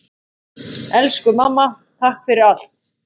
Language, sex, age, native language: Icelandic, female, 8, Icelandic